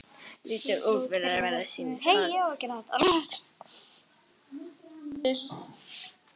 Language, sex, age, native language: Icelandic, female, 11, Icelandic